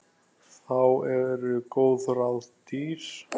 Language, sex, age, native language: Icelandic, female, 10, Icelandic